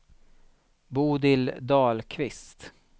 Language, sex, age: Swedish, male, 36